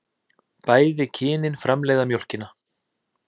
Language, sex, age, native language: Icelandic, male, 30-39, Icelandic